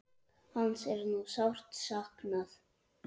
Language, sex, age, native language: Icelandic, male, 8, Icelandic